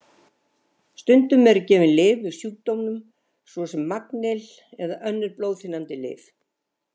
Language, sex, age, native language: Icelandic, female, 70-79, Icelandic